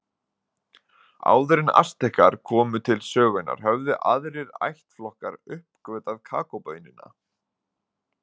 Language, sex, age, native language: Icelandic, male, 20-29, Icelandic